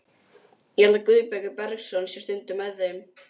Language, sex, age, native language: Icelandic, male, 12, Icelandic